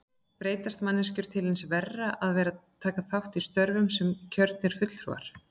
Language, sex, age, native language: Icelandic, female, 40-49, Icelandic